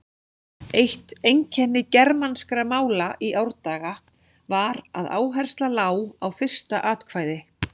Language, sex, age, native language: Icelandic, female, 40-49, Icelandic